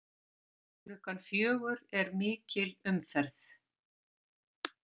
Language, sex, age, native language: Icelandic, female, 60-69, Icelandic